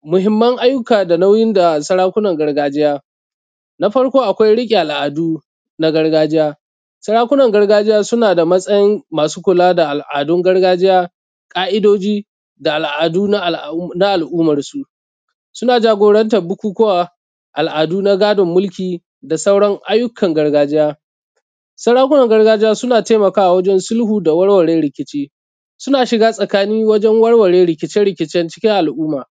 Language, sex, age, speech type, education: Hausa, male, 30-45, spontaneous, secondary